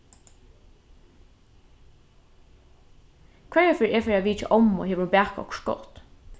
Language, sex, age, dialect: Faroese, female, 15-35, Norðurstreymoy/Eysturoy